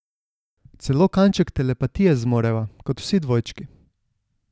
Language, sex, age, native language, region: Slovenian, male, 18-29, Slovenian, Savinja region